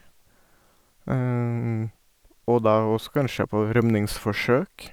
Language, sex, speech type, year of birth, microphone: Norwegian, male, spontaneous, 1989, Sennheiser